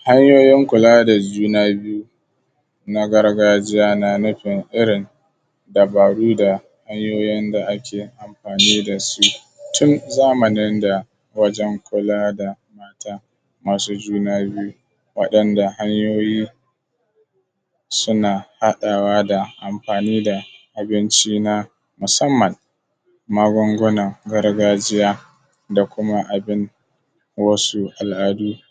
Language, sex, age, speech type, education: Hausa, male, 15-29, spontaneous, tertiary